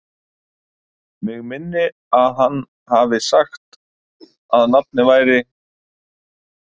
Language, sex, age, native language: Icelandic, male, 50-59, Icelandic